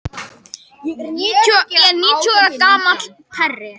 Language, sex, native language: Icelandic, other, Japanese